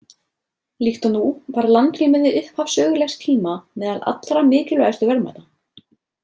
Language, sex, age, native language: Icelandic, female, 30-39, Icelandic